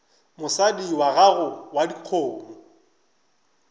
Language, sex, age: Northern Sotho, male, 25